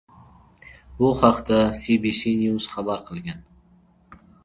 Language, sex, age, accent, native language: Uzbek, male, 12-17, Jizzax, Uzbek